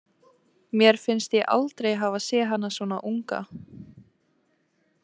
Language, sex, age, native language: Icelandic, female, 18-19, Icelandic